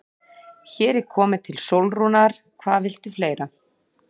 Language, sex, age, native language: Icelandic, female, 40-49, Icelandic